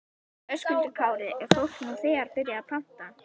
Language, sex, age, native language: Icelandic, female, 11, Icelandic